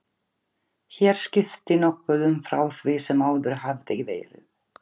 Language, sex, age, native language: Icelandic, other, 11, Icelandic